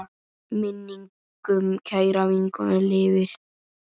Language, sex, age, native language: Icelandic, male, 9, Icelandic